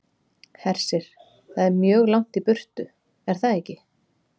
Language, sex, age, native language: Icelandic, female, 30-39, Icelandic